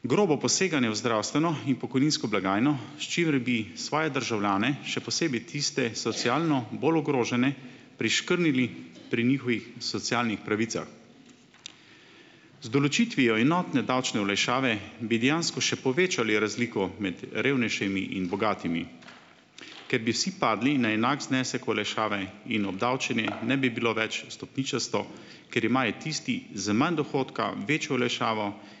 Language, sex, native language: Slovenian, male, Slovenian